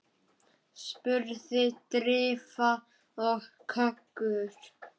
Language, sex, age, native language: Icelandic, male, 9, Icelandic